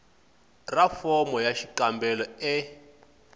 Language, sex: Tsonga, male